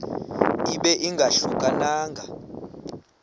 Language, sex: Xhosa, male